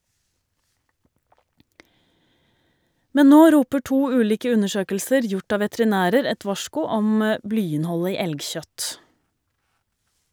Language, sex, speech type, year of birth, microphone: Norwegian, female, read, 1971, Shure